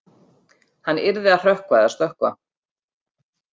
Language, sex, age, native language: Icelandic, female, 50-59, Icelandic